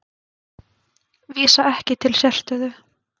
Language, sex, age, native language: Icelandic, female, 20-29, Icelandic